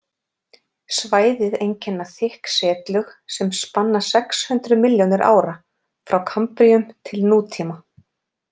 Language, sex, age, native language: Icelandic, female, 40-49, Icelandic